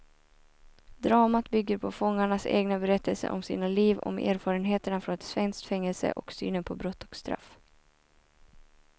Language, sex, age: Swedish, female, 24